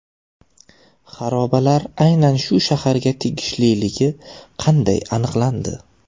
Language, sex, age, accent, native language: Uzbek, male, 18-24, Toshkent shahri, Uzbek